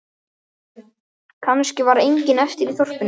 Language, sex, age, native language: Icelandic, male, 12, Icelandic